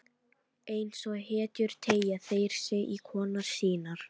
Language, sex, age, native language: Icelandic, female, 13, Icelandic